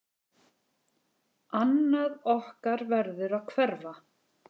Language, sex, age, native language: Icelandic, female, 10, Icelandic